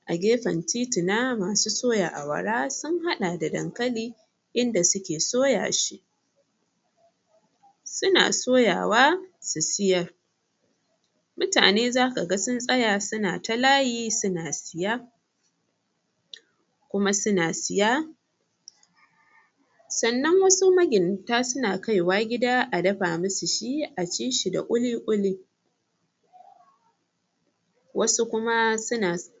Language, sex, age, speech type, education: Hausa, female, 15-29, spontaneous, primary